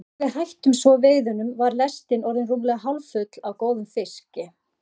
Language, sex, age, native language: Icelandic, female, 40-49, Icelandic